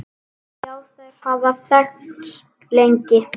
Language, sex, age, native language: Icelandic, male, 9, Icelandic